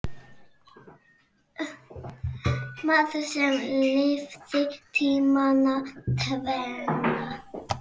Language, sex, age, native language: Icelandic, female, 6, Icelandic